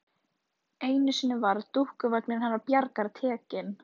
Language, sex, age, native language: Icelandic, female, 13, Icelandic